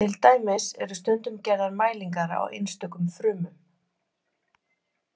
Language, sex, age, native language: Icelandic, female, 30-39, Icelandic